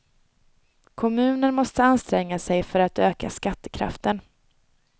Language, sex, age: Swedish, female, 22